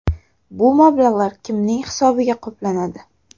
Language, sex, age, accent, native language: Uzbek, female, 18-24, Toshkent shahri, Uzbek